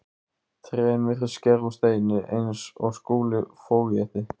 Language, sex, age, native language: Icelandic, male, 15, Icelandic